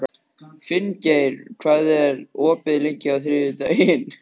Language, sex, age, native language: Icelandic, male, 13, Icelandic